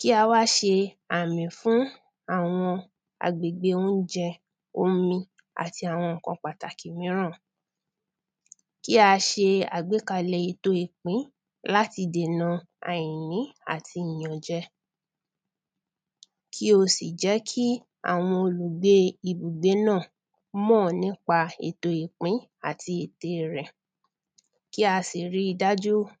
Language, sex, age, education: Yoruba, female, 30-45, primary